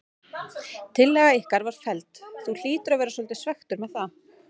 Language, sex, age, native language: Icelandic, female, 30-39, Icelandic